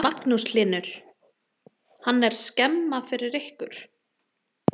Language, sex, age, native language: Icelandic, female, 30-39, Icelandic